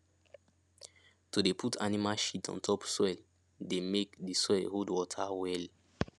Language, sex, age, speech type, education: Nigerian Pidgin, male, 15-29, spontaneous, secondary